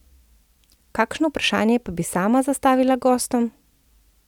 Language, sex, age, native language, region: Slovenian, female, 30-49, Slovenian, Central Slovenia